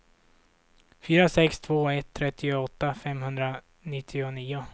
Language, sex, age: Swedish, male, 26